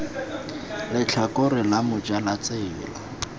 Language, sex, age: Tswana, male, 21